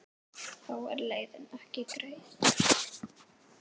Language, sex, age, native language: Icelandic, female, 10, Icelandic